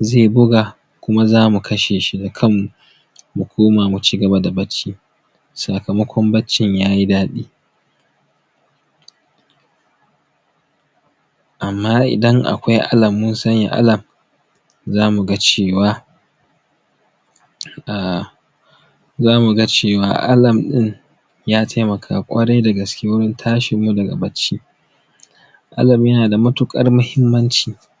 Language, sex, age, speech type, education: Hausa, male, 15-29, spontaneous, tertiary